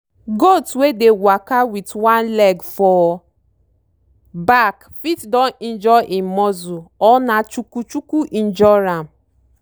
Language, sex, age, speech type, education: Nigerian Pidgin, female, 30-45, spontaneous, tertiary